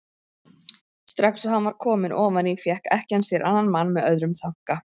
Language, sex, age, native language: Icelandic, female, 30-39, Icelandic